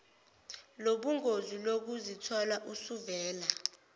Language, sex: Zulu, female